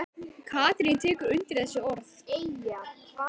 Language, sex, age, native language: Icelandic, male, 10, Icelandic